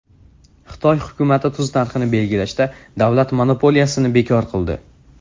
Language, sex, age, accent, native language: Uzbek, male, under 19, Jizzax, Uzbek